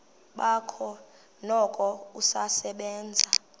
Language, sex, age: Xhosa, female, 21